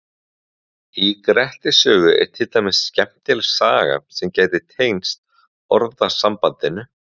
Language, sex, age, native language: Icelandic, male, 20-29, Icelandic